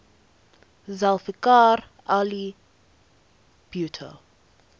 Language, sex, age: English, female, 19